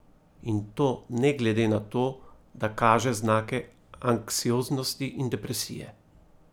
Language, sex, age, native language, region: Slovenian, male, 30-49, Slovenian, Primorsko-notranjska region